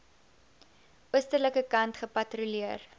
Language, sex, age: Afrikaans, female, 22